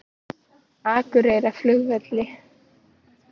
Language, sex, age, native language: Icelandic, female, 18-19, Icelandic